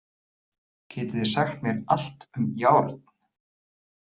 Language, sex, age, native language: Icelandic, male, 40-49, Icelandic